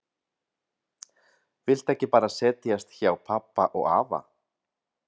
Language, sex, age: Icelandic, male, 30-39